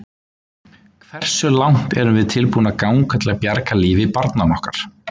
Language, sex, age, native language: Icelandic, male, 20-29, Icelandic